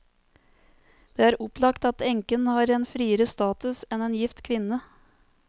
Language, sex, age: Norwegian, female, 30